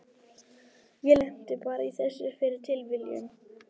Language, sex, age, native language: Icelandic, male, 12, Icelandic